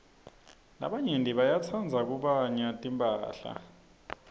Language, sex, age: Swati, male, 26